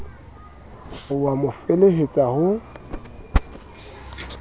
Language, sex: Southern Sotho, male